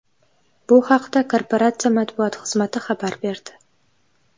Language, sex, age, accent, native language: Uzbek, female, 12-17, Toshkent viloyati, Uzbek